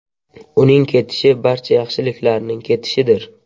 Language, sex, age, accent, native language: Uzbek, male, 12-17, Surxondaryo, Uzbek